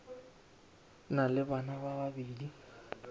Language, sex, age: Northern Sotho, male, 18